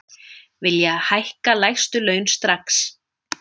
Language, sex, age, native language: Icelandic, female, 30-39, Icelandic